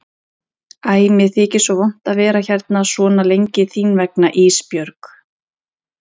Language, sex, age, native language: Icelandic, female, 30-39, Icelandic